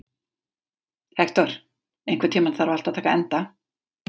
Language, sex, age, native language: Icelandic, female, 40-49, Icelandic